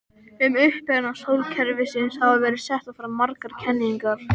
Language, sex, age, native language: Icelandic, male, 13, Icelandic